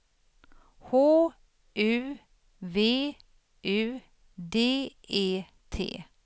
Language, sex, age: Swedish, female, 50